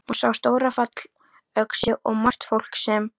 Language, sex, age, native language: Icelandic, female, 13, Icelandic